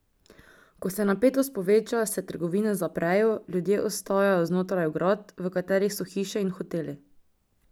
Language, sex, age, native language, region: Slovenian, female, 18-29, Slovenian, Drava region